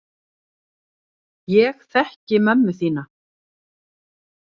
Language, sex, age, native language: Icelandic, female, 40-49, Icelandic